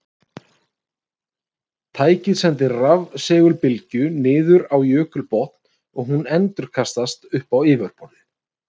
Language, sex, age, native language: Icelandic, male, 30-39, Icelandic